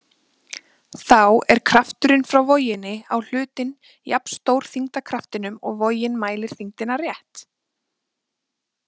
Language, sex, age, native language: Icelandic, female, 20-29, Icelandic